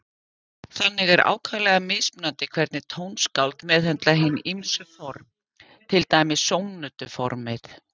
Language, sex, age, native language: Icelandic, female, 50-59, Icelandic